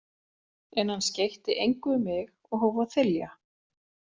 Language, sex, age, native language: Icelandic, female, 40-49, Icelandic